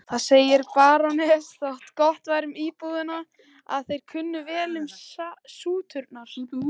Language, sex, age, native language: Icelandic, male, 18-19, Icelandic